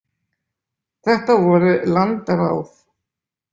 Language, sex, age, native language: Icelandic, male, 20-29, Icelandic